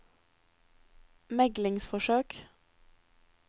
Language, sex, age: Norwegian, female, 23